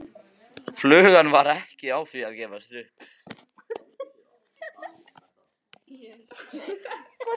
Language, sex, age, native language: Icelandic, male, 14, Icelandic